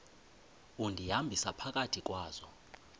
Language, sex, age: Xhosa, male, 20